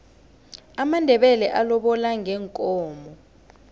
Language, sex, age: South Ndebele, female, 18